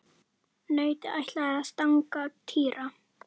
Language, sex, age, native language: Icelandic, female, 10, Icelandic